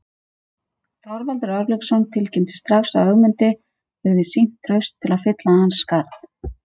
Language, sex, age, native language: Icelandic, female, 50-59, Icelandic